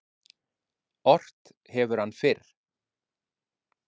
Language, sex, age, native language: Icelandic, male, 50-59, Icelandic